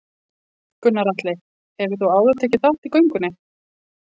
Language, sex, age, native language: Icelandic, female, 40-49, Icelandic